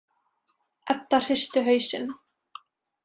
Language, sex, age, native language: Icelandic, female, 20-29, Icelandic